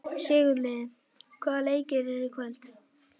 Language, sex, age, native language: Icelandic, male, 11, Icelandic